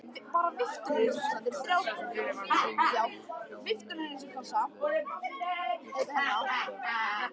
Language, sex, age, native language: Icelandic, male, 13, Icelandic